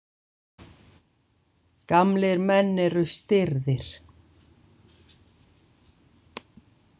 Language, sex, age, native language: Icelandic, female, 60-69, Icelandic